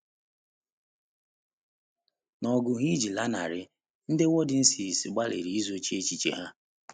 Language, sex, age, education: Igbo, male, 30-45, tertiary